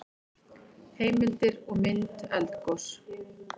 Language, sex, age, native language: Icelandic, female, 40-49, Icelandic